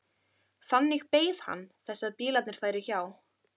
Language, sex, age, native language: Icelandic, female, 13, Icelandic